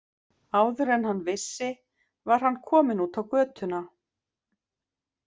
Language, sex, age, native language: Icelandic, female, 50-59, Icelandic